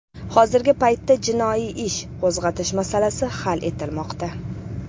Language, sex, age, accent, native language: Uzbek, female, 19-29, Toshkent shahri, Uzbek